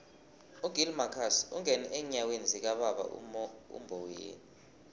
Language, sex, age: South Ndebele, male, 20